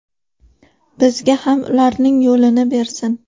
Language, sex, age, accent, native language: Uzbek, female, 18-24, Farg'ona, Uzbek